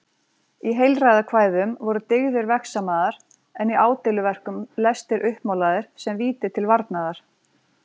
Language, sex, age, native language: Icelandic, female, 40-49, Icelandic